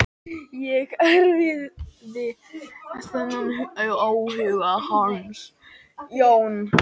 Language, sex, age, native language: Icelandic, male, 10, Icelandic